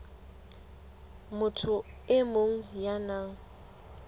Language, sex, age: Southern Sotho, female, 20